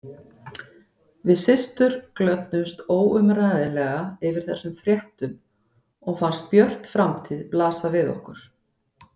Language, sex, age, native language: Icelandic, female, 50-59, Icelandic